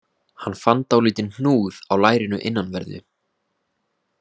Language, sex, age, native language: Icelandic, male, 18-19, Icelandic